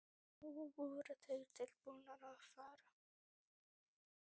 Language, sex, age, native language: Icelandic, male, 12, Icelandic